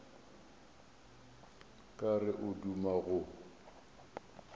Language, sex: Northern Sotho, male